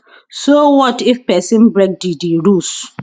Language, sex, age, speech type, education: Nigerian Pidgin, female, 30-45, spontaneous, tertiary